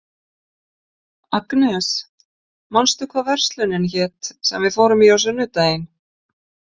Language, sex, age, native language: Icelandic, female, 50-59, Icelandic